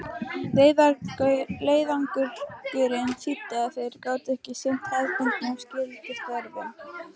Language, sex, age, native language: Icelandic, female, 12, Icelandic